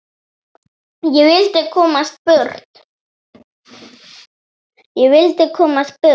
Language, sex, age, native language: Icelandic, female, 7, Icelandic